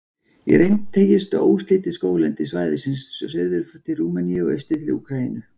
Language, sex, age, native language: Icelandic, male, 40-49, Icelandic